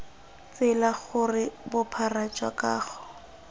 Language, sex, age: Tswana, female, 20